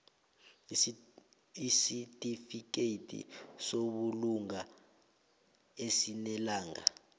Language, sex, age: South Ndebele, male, 22